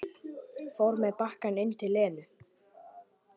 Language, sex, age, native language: Icelandic, male, 11, Icelandic